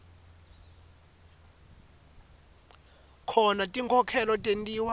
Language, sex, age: Swati, male, 18